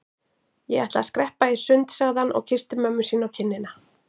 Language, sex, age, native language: Icelandic, female, 40-49, Icelandic